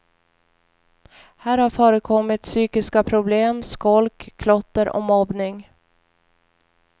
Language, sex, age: Swedish, female, 41